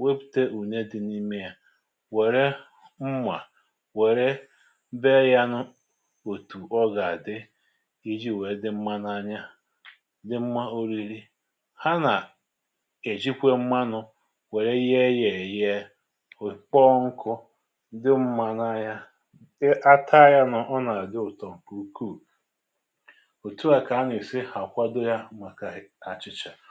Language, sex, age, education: Igbo, male, 30-45, tertiary